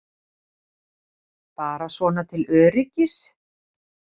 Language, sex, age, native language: Icelandic, female, 50-59, Icelandic